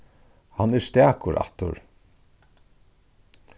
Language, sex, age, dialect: Faroese, male, 36-60, Suðurstreymoy